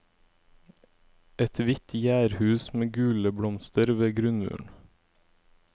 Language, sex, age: Norwegian, male, 17